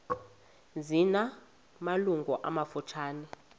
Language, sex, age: Xhosa, female, 20